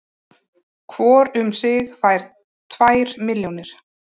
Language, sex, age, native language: Icelandic, female, 30-39, Icelandic